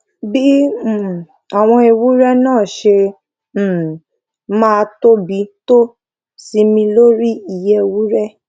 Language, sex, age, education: Yoruba, female, 15-29, tertiary